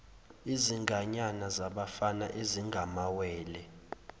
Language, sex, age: Zulu, male, 20